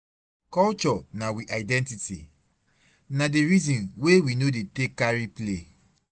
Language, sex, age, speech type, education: Nigerian Pidgin, male, 30-45, spontaneous, tertiary